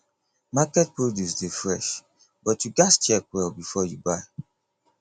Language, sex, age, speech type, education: Nigerian Pidgin, male, 30-45, spontaneous, tertiary